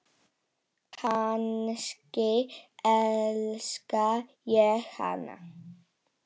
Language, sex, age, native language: Icelandic, male, 7, Icelandic